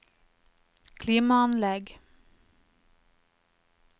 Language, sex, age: Norwegian, female, 30